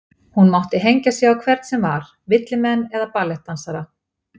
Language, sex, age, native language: Icelandic, female, 50-59, Icelandic